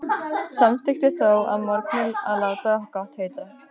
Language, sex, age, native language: Icelandic, other, 12, Icelandic